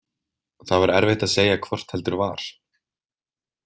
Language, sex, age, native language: Icelandic, male, 20-29, Icelandic